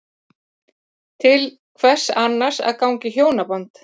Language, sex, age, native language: Icelandic, female, 50-59, Icelandic